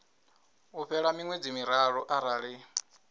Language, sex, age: Venda, male, 22